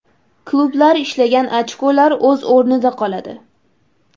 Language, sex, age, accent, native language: Uzbek, female, 18-24, Toshkent shahri, Uzbek